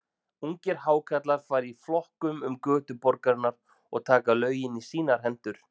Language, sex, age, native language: Icelandic, male, 40-49, Icelandic